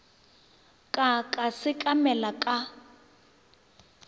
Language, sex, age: Northern Sotho, female, 24